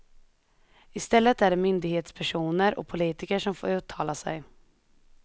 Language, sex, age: Swedish, female, 21